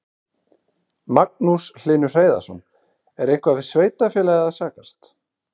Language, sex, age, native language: Icelandic, male, 30-39, Icelandic